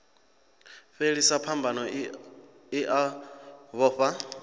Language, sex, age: Venda, male, 26